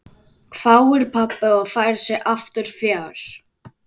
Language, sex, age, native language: Icelandic, male, 12, Icelandic